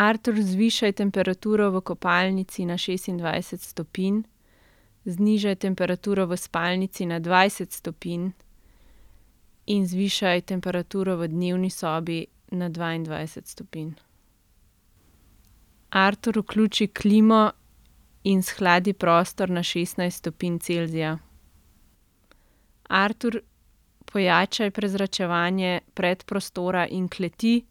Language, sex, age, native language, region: Slovenian, female, 30-49, Slovenian, Central Slovenia